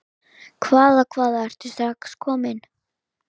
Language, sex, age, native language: Icelandic, female, 9, Icelandic